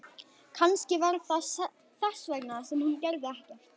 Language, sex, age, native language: Icelandic, female, 11, Icelandic